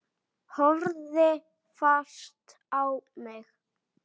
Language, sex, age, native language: Icelandic, male, 8, Icelandic